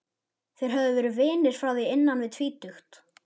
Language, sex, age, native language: Icelandic, male, 11, Icelandic